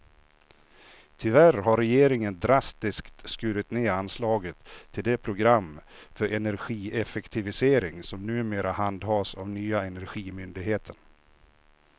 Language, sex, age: Swedish, male, 56